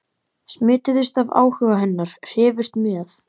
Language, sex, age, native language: Icelandic, male, 11, Icelandic